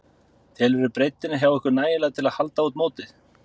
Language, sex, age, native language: Icelandic, male, 30-39, Icelandic